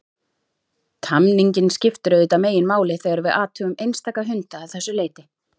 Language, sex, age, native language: Icelandic, female, 40-49, Icelandic